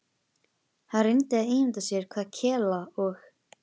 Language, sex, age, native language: Icelandic, female, 11, Icelandic